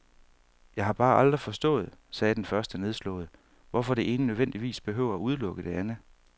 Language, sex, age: Danish, male, 31